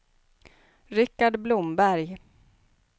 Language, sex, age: Swedish, female, 29